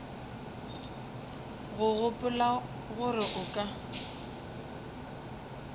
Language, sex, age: Northern Sotho, female, 20